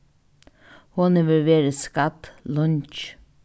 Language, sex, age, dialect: Faroese, female, 15-35, Norðuroyggjar